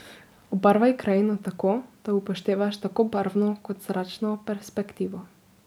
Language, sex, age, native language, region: Slovenian, female, 18-29, Slovenian, Drava region